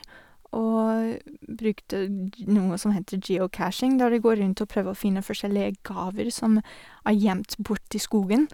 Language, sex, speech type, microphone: Norwegian, female, spontaneous, Sennheiser